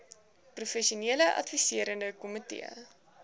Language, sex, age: Afrikaans, female, 19